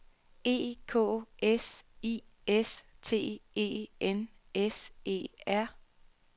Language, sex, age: Danish, female, 33